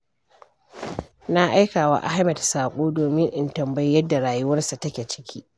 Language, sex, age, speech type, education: Hausa, female, 46-60, read, primary